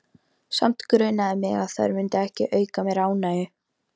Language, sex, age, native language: Icelandic, female, 13, Icelandic